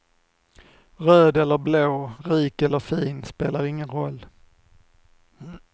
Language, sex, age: Swedish, male, 45